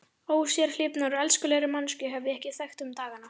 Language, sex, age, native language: Icelandic, female, 11, Icelandic